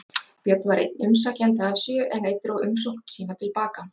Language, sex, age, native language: Icelandic, female, 40-49, Icelandic